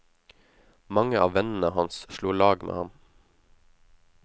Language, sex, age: Norwegian, male, 19